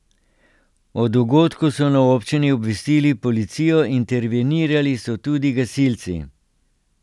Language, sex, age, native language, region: Slovenian, male, 60+, Slovenian, Central Slovenia